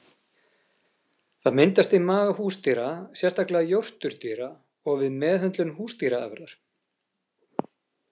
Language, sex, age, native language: Icelandic, male, 40-49, Icelandic